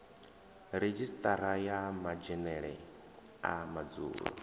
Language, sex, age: Venda, male, 23